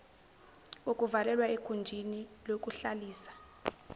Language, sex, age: Zulu, female, 17